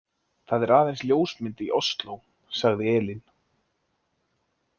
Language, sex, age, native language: Icelandic, male, 20-29, Icelandic